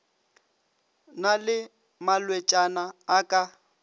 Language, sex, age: Northern Sotho, male, 25